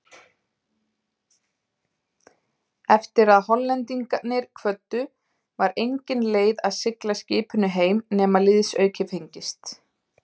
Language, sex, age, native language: Icelandic, female, 30-39, Icelandic